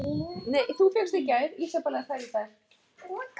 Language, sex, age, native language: Icelandic, female, 8, Icelandic